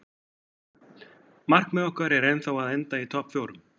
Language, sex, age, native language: Icelandic, male, 40-49, Icelandic